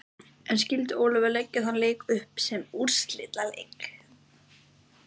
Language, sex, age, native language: Icelandic, female, 14, Icelandic